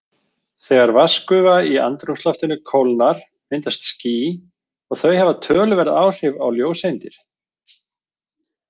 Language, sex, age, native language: Icelandic, male, 40-49, Icelandic